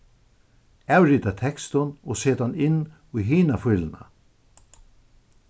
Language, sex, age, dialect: Faroese, male, 61+, Suðuroy